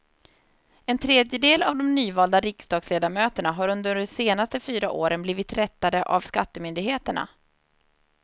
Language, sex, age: Swedish, female, 30